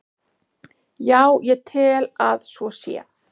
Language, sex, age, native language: Icelandic, female, 40-49, Icelandic